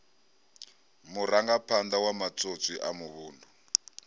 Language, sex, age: Venda, male, 37